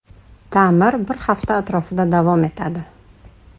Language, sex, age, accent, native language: Uzbek, female, 35+, Toshkent shahri, Uzbek